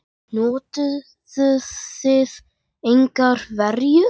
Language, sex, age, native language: Icelandic, male, 10, Icelandic